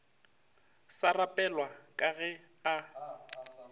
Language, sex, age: Northern Sotho, male, 25